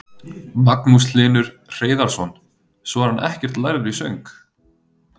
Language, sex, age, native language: Icelandic, male, 30-39, Icelandic